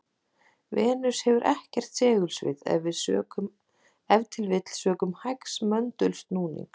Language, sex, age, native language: Icelandic, female, 40-49, Icelandic